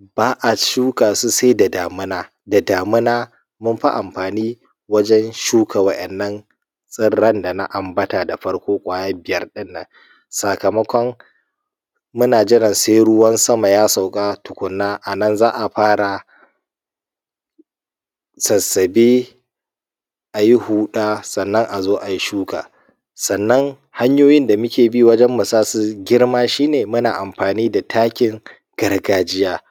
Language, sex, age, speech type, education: Hausa, male, 15-29, spontaneous, tertiary